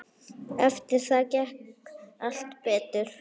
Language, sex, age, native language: Icelandic, female, 9, Icelandic